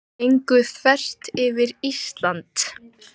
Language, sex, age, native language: Icelandic, female, 18-19, Icelandic